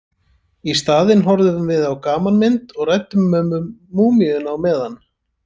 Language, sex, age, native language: Icelandic, male, 30-39, Icelandic